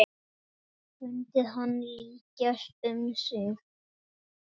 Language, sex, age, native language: Icelandic, male, 8, Icelandic